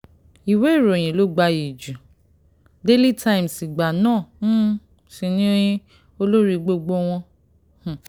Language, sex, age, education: Yoruba, female, 30-45, tertiary